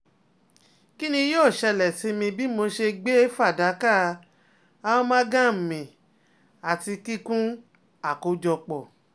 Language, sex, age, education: Yoruba, female, 30-45, tertiary